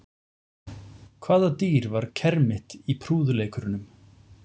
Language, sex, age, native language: Icelandic, male, 40-49, Icelandic